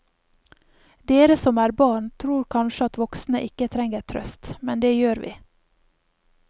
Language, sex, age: Norwegian, female, 28